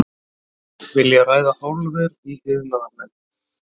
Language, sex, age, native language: Icelandic, male, 40-49, Icelandic